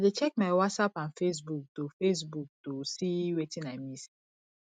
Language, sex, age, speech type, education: Nigerian Pidgin, female, 30-45, spontaneous, tertiary